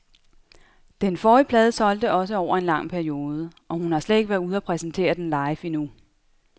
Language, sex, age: Danish, female, 32